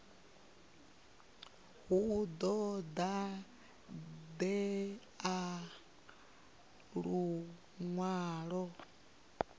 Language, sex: Venda, female